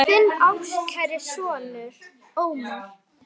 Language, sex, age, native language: Icelandic, female, 9, Icelandic